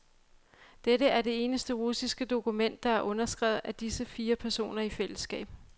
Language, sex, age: Danish, female, 35